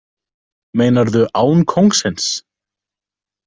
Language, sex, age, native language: Icelandic, male, 18-19, Icelandic